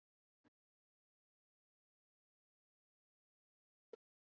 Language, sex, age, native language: Icelandic, male, 40-49, Icelandic